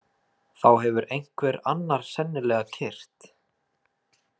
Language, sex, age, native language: Icelandic, male, 20-29, Icelandic